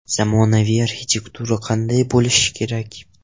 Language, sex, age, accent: Uzbek, male, 12-17, Toshkent viloyati